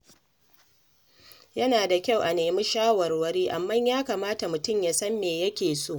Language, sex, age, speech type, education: Hausa, female, 30-45, read, secondary